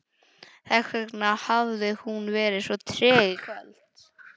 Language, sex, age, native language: Icelandic, male, 11, English